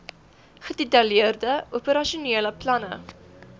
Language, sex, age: Afrikaans, female, 18